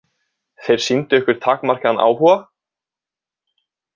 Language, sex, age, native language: Icelandic, male, 20-29, Icelandic